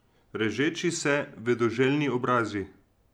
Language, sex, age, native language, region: Slovenian, male, 30-49, Slovenian, Drava region